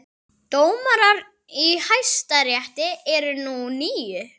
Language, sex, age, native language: Icelandic, female, 40-49, Icelandic